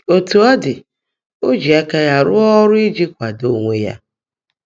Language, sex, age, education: Igbo, female, 30-45, tertiary